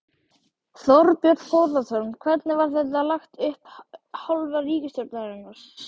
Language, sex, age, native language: Icelandic, male, 12, Icelandic